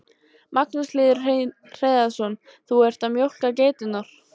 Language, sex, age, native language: Icelandic, female, 14, Icelandic